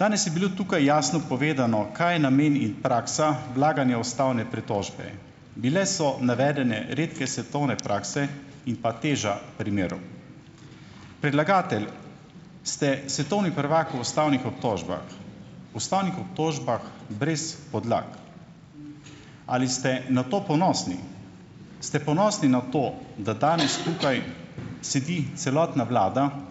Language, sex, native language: Slovenian, male, Slovenian